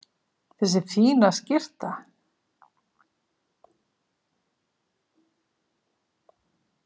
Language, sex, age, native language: Icelandic, female, 70-79, Icelandic